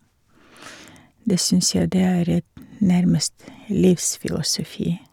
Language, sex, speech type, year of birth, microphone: Norwegian, female, spontaneous, 1951, Shure